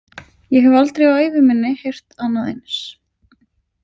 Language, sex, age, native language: Icelandic, female, 20-29, Icelandic